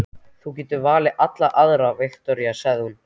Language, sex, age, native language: Icelandic, male, 13, Icelandic